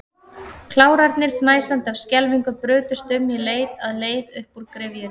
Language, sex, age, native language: Icelandic, female, 30-39, Icelandic